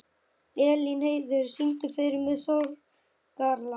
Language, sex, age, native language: Icelandic, male, 11, Icelandic